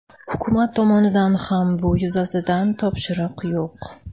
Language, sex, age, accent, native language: Uzbek, female, 19-29, Toshkent shahri, Uzbek